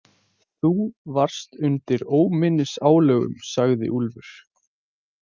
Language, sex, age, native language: Icelandic, male, 20-29, Icelandic